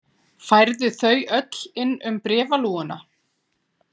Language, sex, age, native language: Icelandic, female, 40-49, Icelandic